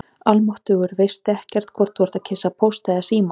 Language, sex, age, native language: Icelandic, female, 30-39, Icelandic